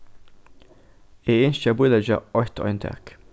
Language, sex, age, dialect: Faroese, male, 15-35, Norðurstreymoy/Eysturoy